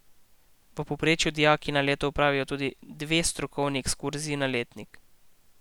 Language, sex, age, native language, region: Slovenian, male, 18-29, Slovenian, Posavska region